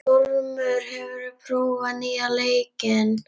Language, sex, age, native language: Icelandic, female, 11, Icelandic